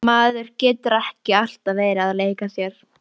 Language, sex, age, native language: Icelandic, female, 12, Icelandic